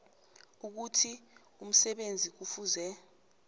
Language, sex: South Ndebele, female